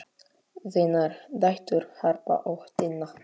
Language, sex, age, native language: Icelandic, male, 8, Polish